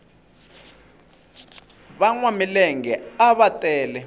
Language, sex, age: Tsonga, male, 25